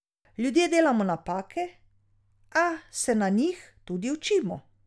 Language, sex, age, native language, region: Slovenian, female, 30-49, Slovenian, Drava region